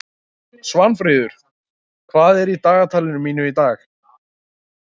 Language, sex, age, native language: Icelandic, male, 18-19, Icelandic